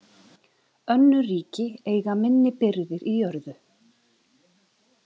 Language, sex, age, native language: Icelandic, female, 30-39, Icelandic